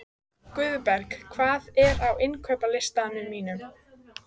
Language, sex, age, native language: Icelandic, female, 14, Icelandic